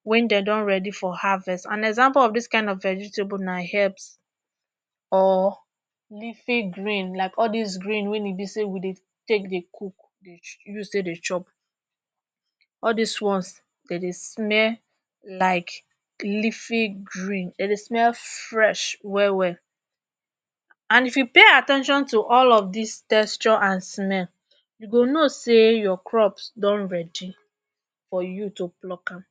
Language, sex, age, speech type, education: Nigerian Pidgin, female, 30-45, spontaneous, tertiary